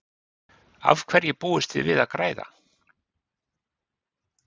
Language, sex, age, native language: Icelandic, male, 50-59, Icelandic